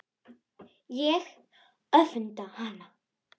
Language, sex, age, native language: Icelandic, female, 10, Russian